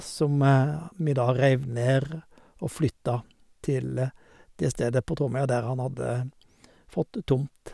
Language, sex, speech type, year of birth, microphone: Norwegian, male, spontaneous, 1951, Sennheiser